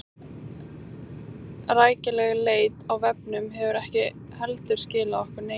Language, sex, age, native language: Icelandic, female, 18-19, Icelandic